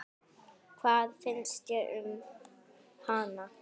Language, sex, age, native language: Icelandic, female, 9, Icelandic